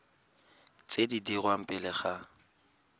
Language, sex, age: Tswana, male, 22